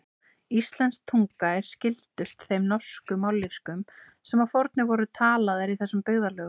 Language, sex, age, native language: Icelandic, female, 20-29, Icelandic